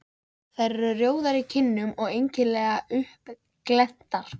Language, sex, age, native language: Icelandic, female, 14, Icelandic